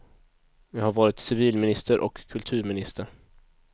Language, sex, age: Swedish, male, 22